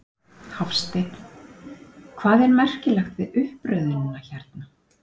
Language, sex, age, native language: Icelandic, female, 50-59, Icelandic